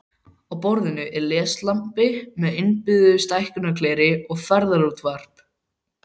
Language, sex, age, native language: Icelandic, male, 12, Icelandic